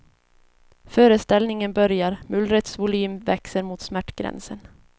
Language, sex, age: Swedish, female, 22